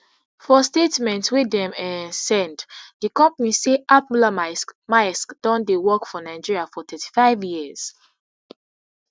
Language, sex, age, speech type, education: Nigerian Pidgin, female, 15-29, spontaneous, tertiary